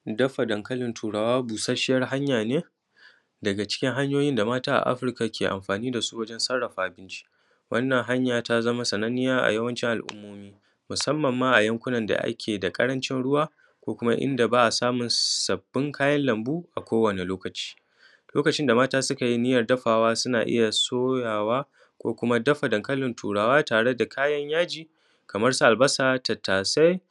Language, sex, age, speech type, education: Hausa, male, 15-29, spontaneous, primary